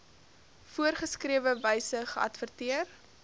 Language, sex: Afrikaans, female